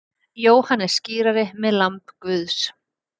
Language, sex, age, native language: Icelandic, female, 40-49, Icelandic